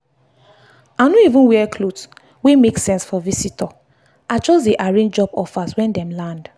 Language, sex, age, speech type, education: Nigerian Pidgin, female, 15-29, spontaneous, tertiary